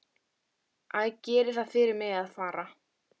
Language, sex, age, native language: Icelandic, female, 13, Icelandic